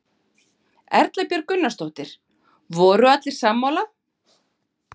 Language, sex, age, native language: Icelandic, female, 50-59, Icelandic